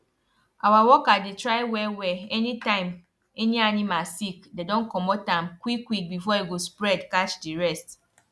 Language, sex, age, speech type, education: Nigerian Pidgin, female, 15-29, spontaneous, tertiary